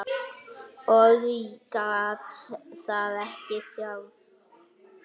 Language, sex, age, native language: Icelandic, male, 8, Icelandic